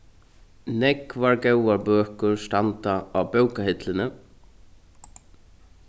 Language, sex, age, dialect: Faroese, male, 36-60, Norðurstreymoy/Eysturoy